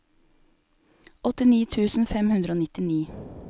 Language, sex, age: Norwegian, female, 28